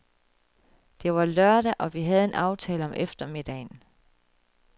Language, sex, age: Danish, female, 36